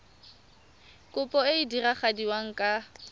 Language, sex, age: Tswana, female, 23